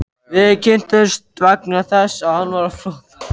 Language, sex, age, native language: Icelandic, male, 14, Icelandic